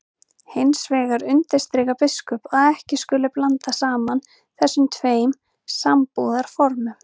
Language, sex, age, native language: Icelandic, female, 30-39, Icelandic